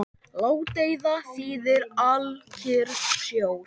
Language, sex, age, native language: Icelandic, male, 10, Icelandic